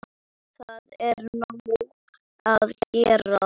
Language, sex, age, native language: Icelandic, female, 9, Icelandic